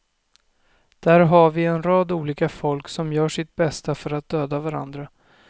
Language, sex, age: Swedish, male, 24